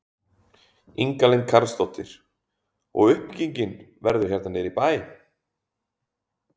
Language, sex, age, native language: Icelandic, male, 20-29, Icelandic